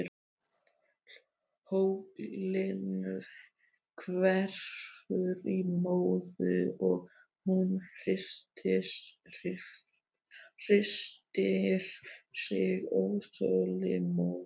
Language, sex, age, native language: Icelandic, male, 12, Icelandic